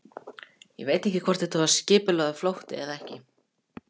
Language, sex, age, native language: Icelandic, male, 14, Icelandic